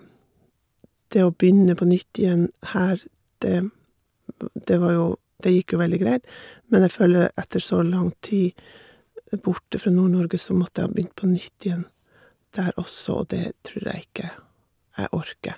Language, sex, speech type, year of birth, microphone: Norwegian, female, spontaneous, 1958, Shure